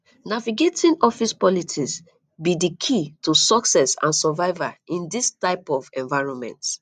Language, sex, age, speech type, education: Nigerian Pidgin, female, 30-45, spontaneous, tertiary